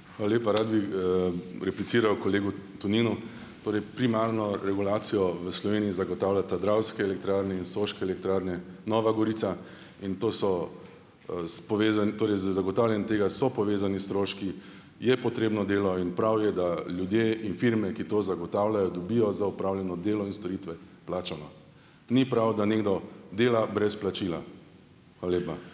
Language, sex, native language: Slovenian, male, Slovenian